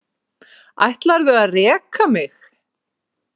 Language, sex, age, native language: Icelandic, female, 40-49, Icelandic